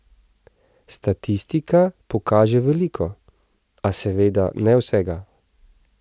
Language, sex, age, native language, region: Slovenian, male, 30-49, Slovenian, Central Slovenia